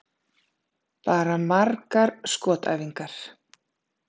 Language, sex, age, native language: Icelandic, female, 30-39, Icelandic